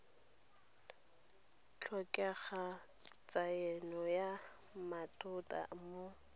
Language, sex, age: Tswana, female, 23